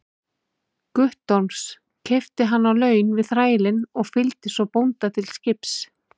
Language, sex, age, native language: Icelandic, female, 30-39, Icelandic